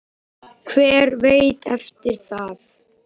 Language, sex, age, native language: Icelandic, male, 9, Icelandic